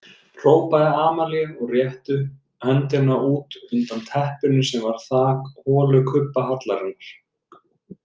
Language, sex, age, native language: Icelandic, male, 30-39, Icelandic